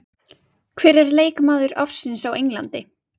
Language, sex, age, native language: Icelandic, female, 20-29, Icelandic